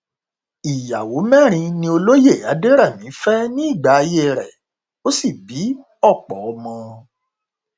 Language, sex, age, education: Yoruba, male, 46-60, tertiary